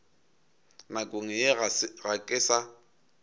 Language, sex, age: Northern Sotho, male, 22